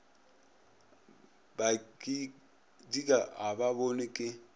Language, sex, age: Northern Sotho, male, 26